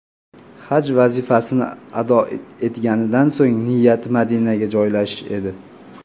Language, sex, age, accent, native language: Uzbek, male, 30-39, Farg'ona, Uzbek